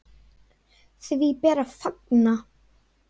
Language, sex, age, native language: Icelandic, female, 9, Icelandic